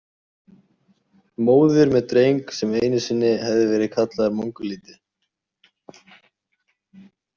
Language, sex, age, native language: Icelandic, male, 18-19, Icelandic